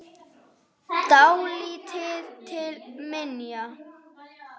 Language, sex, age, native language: Icelandic, female, 5, Icelandic